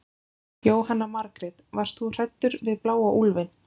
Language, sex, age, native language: Icelandic, female, 20-29, Icelandic